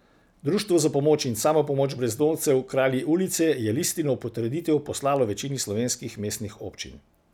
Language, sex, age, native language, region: Slovenian, male, 60+, Slovenian, Central Slovenia